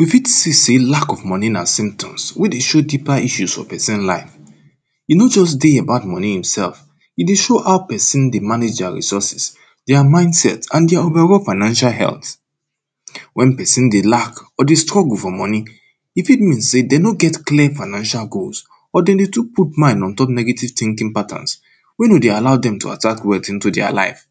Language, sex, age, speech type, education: Nigerian Pidgin, male, 30-45, spontaneous, tertiary